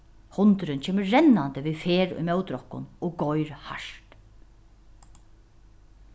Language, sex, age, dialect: Faroese, female, 36-60, Norðuroyggjar